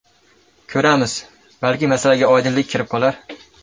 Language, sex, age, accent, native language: Uzbek, male, 18-24, Andijon, Uzbek